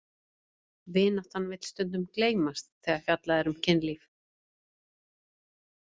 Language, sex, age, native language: Icelandic, female, 50-59, Icelandic